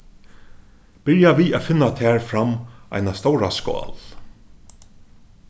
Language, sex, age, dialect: Faroese, male, 36-60, Suðurstreymoy